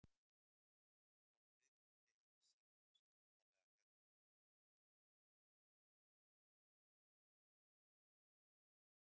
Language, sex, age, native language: Icelandic, male, 60-69, Icelandic